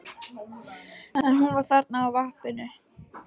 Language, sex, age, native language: Icelandic, female, 12, Icelandic